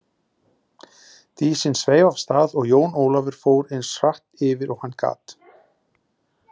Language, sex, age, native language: Icelandic, male, 40-49, Icelandic